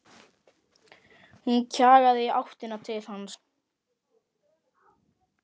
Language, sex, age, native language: Icelandic, male, 11, Icelandic